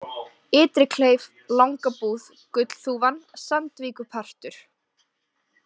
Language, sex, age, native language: Icelandic, female, 20-29, Icelandic